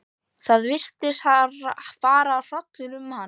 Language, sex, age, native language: Icelandic, male, 11, Icelandic